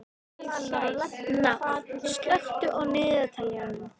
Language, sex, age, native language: Icelandic, female, 13, Icelandic